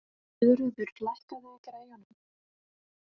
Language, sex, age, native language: Icelandic, female, 18-19, Icelandic